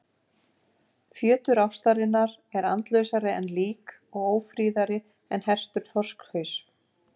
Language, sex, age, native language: Icelandic, female, 50-59, Icelandic